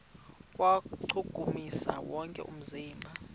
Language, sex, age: Xhosa, male, 35